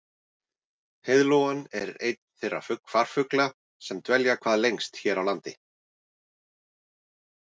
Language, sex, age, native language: Icelandic, male, 40-49, Icelandic